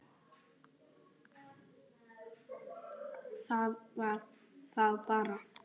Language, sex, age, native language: Icelandic, male, 9, Icelandic